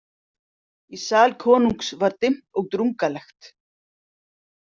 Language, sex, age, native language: Icelandic, female, 50-59, Icelandic